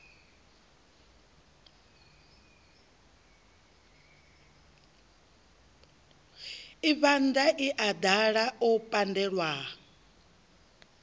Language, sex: Venda, female